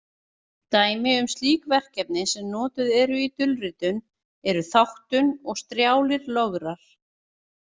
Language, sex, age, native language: Icelandic, female, 40-49, Icelandic